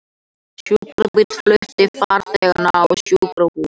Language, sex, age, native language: Icelandic, other, 18-19, Icelandic